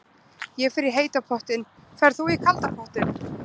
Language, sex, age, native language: Icelandic, other, 20-29, Icelandic